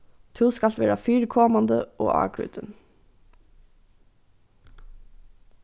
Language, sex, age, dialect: Faroese, female, 15-35, Norðuroyggjar